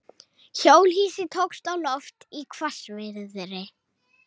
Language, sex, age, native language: Icelandic, female, 18-19, Icelandic